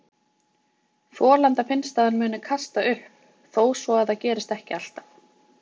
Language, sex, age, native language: Icelandic, female, 20-29, Icelandic